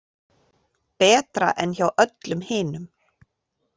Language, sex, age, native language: Icelandic, female, 40-49, Icelandic